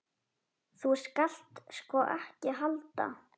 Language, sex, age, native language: Icelandic, female, 10, Icelandic